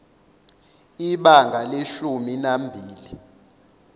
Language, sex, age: Zulu, male, 21